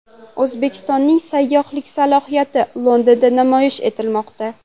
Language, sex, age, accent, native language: Uzbek, female, 12-17, Toshkent shahri, Uzbek